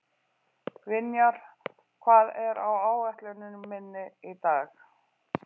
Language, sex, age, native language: Icelandic, female, 40-49, Icelandic